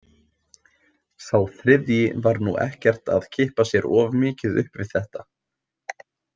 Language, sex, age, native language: Icelandic, male, 18-19, Icelandic